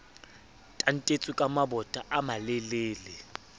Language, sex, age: Southern Sotho, male, 24